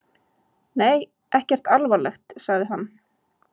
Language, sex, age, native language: Icelandic, female, 20-29, Icelandic